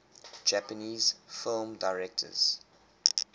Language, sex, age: English, male, 23